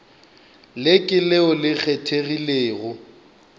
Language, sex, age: Northern Sotho, male, 25